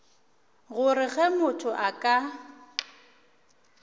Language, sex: Northern Sotho, female